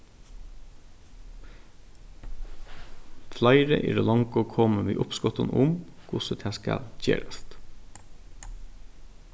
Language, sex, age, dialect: Faroese, male, 36-60, Norðurstreymoy/Eysturoy